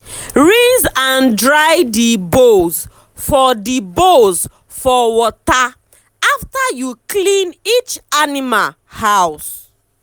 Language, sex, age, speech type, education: Nigerian Pidgin, female, 15-29, spontaneous, tertiary